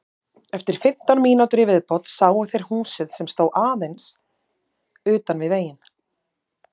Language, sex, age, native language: Icelandic, female, 30-39, Icelandic